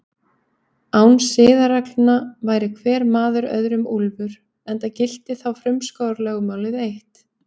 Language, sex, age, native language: Icelandic, female, 30-39, Icelandic